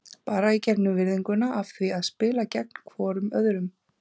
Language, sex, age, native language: Icelandic, female, 30-39, Icelandic